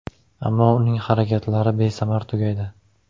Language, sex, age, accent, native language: Uzbek, male, 18-24, Toshkent shahri, Uzbek